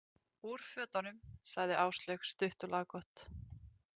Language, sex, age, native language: Icelandic, female, 30-39, Icelandic